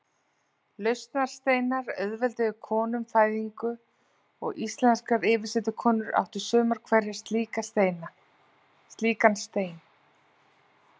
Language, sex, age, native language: Icelandic, female, 40-49, Icelandic